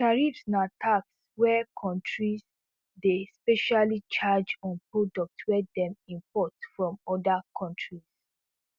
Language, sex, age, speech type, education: Nigerian Pidgin, female, 15-29, spontaneous, tertiary